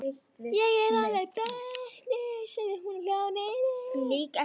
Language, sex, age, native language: Icelandic, female, 11, Icelandic